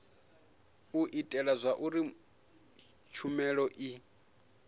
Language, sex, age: Venda, male, 21